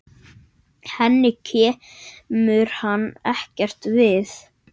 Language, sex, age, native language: Icelandic, male, 9, Icelandic